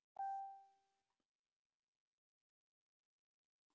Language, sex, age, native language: Icelandic, male, 70-79, Icelandic